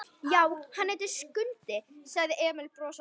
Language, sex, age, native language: Icelandic, female, 11, Icelandic